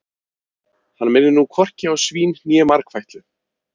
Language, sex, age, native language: Icelandic, male, 30-39, Icelandic